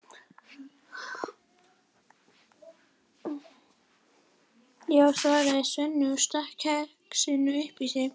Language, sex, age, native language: Icelandic, female, 11, Icelandic